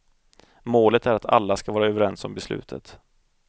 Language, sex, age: Swedish, male, 30